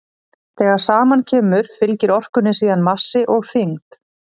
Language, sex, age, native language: Icelandic, female, 30-39, Icelandic